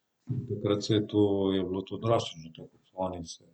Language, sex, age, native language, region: Slovenian, male, 30-49, Slovenian, Southeast Slovenia